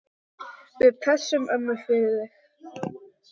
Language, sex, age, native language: Icelandic, female, 10, English